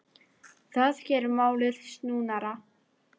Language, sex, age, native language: Icelandic, female, 18-19, Icelandic